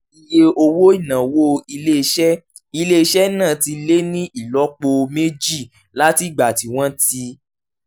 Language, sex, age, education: Yoruba, male, 15-29, tertiary